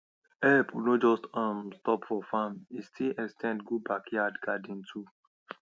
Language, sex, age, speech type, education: Nigerian Pidgin, male, 30-45, spontaneous, tertiary